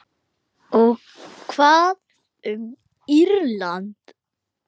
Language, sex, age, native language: Icelandic, male, 8, Icelandic